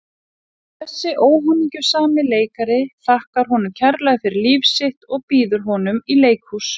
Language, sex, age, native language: Icelandic, female, 40-49, Icelandic